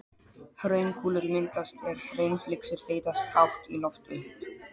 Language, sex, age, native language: Icelandic, male, 12, Polish